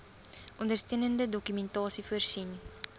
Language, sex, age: Afrikaans, female, 20